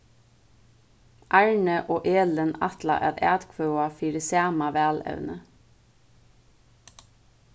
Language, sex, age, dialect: Faroese, female, 15-35, Suðurstreymoy